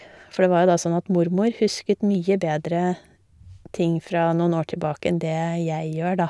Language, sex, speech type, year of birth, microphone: Norwegian, female, spontaneous, 1972, Shure